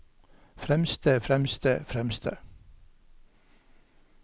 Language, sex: Norwegian, male